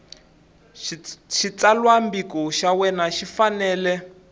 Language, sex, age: Tsonga, male, 20